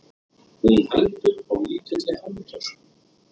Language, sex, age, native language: Icelandic, male, 30-39, Icelandic